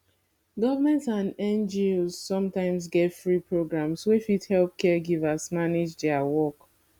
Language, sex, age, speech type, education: Nigerian Pidgin, female, 15-29, spontaneous, tertiary